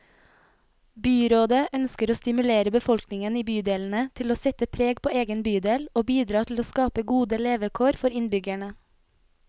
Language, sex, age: Norwegian, female, 25